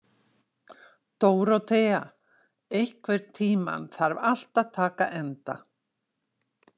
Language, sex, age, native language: Icelandic, female, 60-69, Icelandic